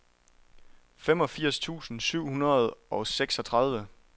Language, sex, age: Danish, male, 23